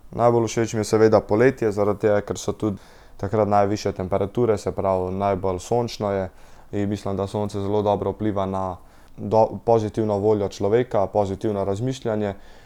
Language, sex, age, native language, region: Slovenian, male, 18-29, Slovenian, Central Slovenia